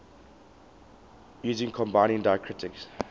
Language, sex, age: English, male, 19